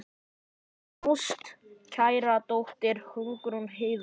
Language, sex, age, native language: Icelandic, male, 9, Icelandic